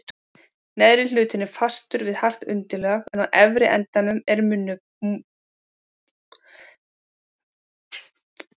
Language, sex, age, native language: Icelandic, female, 40-49, Icelandic